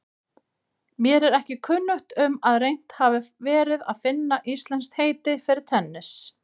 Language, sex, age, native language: Icelandic, female, 30-39, Icelandic